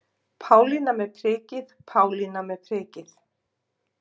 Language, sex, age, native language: Icelandic, female, 50-59, Icelandic